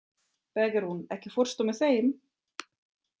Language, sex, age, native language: Icelandic, female, 30-39, German